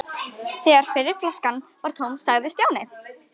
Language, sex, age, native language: Icelandic, female, 12, Icelandic